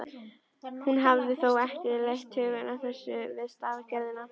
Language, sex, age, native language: Icelandic, female, 13, Icelandic